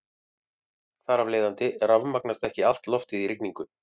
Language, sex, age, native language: Icelandic, male, 40-49, Icelandic